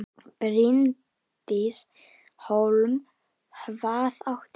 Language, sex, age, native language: Icelandic, male, 10, Icelandic